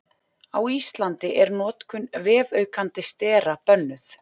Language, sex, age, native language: Icelandic, female, 40-49, Icelandic